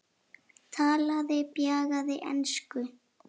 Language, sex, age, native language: Icelandic, female, 7, Icelandic